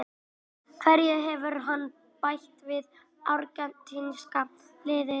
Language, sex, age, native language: Icelandic, male, 18-19, Icelandic